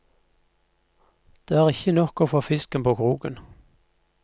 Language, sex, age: Norwegian, male, 50